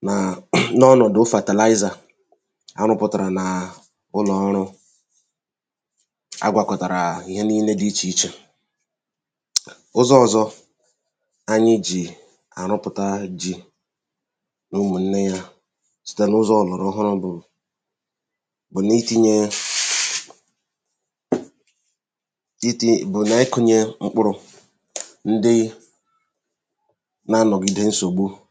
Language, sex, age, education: Igbo, male, 30-45, tertiary